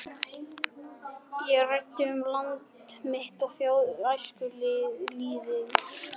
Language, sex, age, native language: Icelandic, male, 11, Icelandic